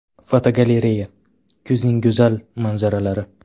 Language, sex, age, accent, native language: Uzbek, male, 12-17, Farg'ona, Uzbek